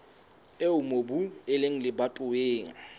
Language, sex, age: Southern Sotho, male, 22